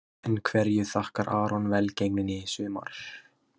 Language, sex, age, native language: Icelandic, male, 20-29, Icelandic